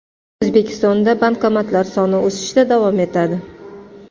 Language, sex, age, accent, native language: Uzbek, female, 35+, Toshkent shahri, Uzbek